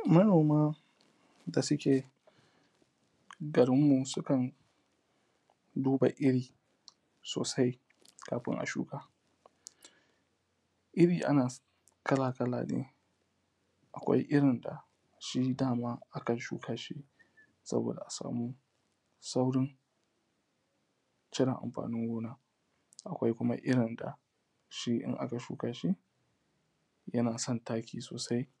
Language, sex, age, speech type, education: Hausa, male, 15-29, spontaneous, tertiary